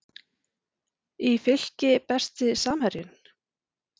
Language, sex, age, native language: Icelandic, female, 40-49, Icelandic